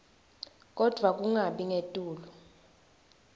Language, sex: Swati, female